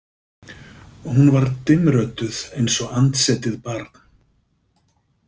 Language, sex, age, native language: Icelandic, male, 50-59, Icelandic